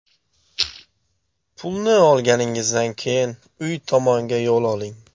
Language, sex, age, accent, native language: Uzbek, male, 18-24, Xorazm, Uzbek